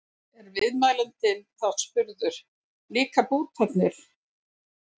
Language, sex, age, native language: Icelandic, female, 70-79, Icelandic